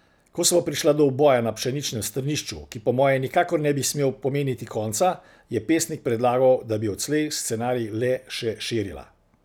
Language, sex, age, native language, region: Slovenian, male, 60+, Slovenian, Central Slovenia